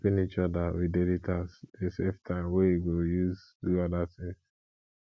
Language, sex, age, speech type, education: Nigerian Pidgin, male, 15-29, spontaneous, tertiary